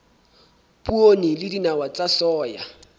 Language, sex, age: Southern Sotho, male, 23